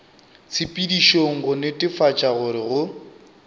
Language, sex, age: Northern Sotho, male, 25